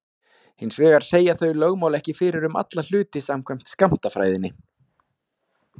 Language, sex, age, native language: Icelandic, male, 40-49, Icelandic